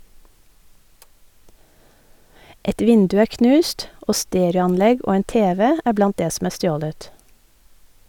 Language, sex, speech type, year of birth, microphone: Norwegian, female, read, 1972, Sennheiser